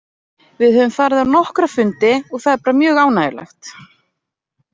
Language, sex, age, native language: Icelandic, female, 40-49, Icelandic